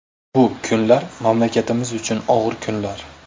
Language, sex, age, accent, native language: Uzbek, male, 18-24, Namangan, Uzbek